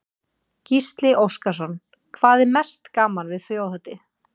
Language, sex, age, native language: Icelandic, female, 40-49, Icelandic